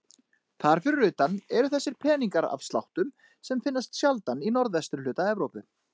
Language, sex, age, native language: Icelandic, male, 30-39, Icelandic